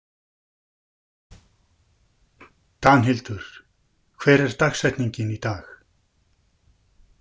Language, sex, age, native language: Icelandic, male, 50-59, Icelandic